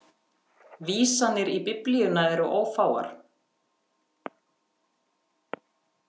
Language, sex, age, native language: Icelandic, female, 50-59, Icelandic